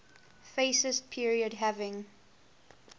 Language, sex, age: English, female, 18